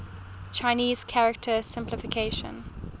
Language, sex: English, female